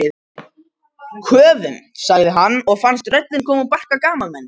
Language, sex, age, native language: Icelandic, male, 13, Icelandic